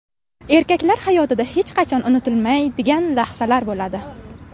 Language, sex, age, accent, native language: Uzbek, female, 18-24, Navoiy, Uzbek